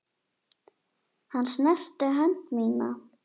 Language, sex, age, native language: Icelandic, female, 10, Icelandic